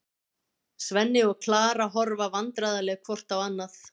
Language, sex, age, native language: Icelandic, female, 50-59, Icelandic